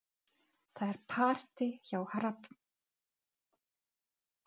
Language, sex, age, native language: Icelandic, female, 40-49, Czech